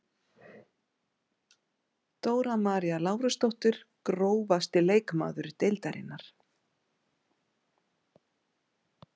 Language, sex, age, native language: Icelandic, female, 60-69, Icelandic